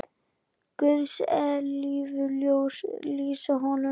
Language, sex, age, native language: Icelandic, female, 10, Icelandic